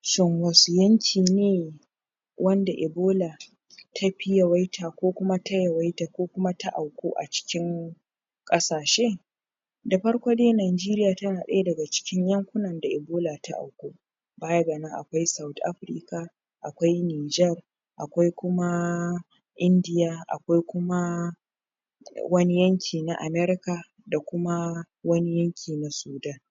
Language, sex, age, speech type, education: Hausa, female, 15-29, spontaneous, secondary